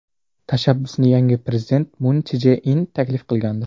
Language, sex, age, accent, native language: Uzbek, male, under 19, Jizzax, Uzbek